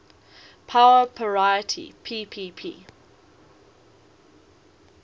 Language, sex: English, female